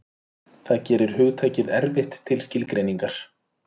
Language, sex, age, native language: Icelandic, male, 30-39, Icelandic